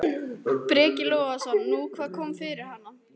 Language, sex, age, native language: Icelandic, female, 14, Icelandic